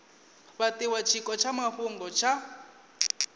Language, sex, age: Venda, male, 19